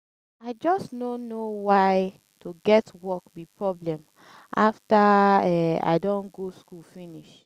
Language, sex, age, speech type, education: Nigerian Pidgin, female, 15-29, spontaneous, tertiary